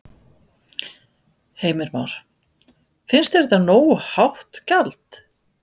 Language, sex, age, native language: Icelandic, female, 50-59, Icelandic